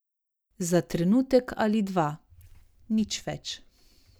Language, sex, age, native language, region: Slovenian, female, 30-49, Slovenian, Savinja region